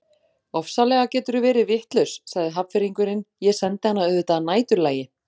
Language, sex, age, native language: Icelandic, female, 40-49, Icelandic